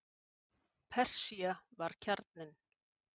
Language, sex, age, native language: Icelandic, female, 50-59, Icelandic